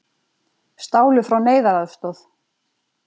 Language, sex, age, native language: Icelandic, female, 40-49, Icelandic